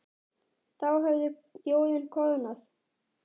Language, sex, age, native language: Icelandic, male, 9, Icelandic